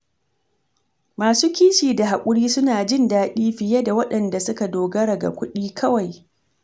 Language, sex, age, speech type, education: Hausa, female, 30-45, read, tertiary